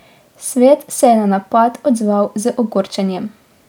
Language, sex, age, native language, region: Slovenian, female, 18-29, Slovenian, Drava region